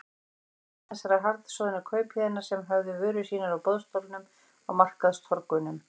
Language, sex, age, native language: Icelandic, female, 40-49, Icelandic